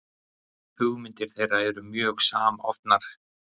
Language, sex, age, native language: Icelandic, male, 40-49, Icelandic